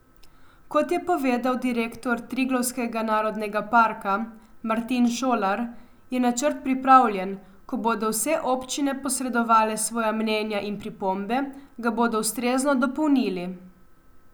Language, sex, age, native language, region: Slovenian, female, 18-29, Slovenian, Coastal Karst region